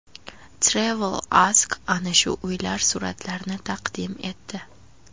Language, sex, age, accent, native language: Uzbek, female, 18-24, Andijon, Uzbek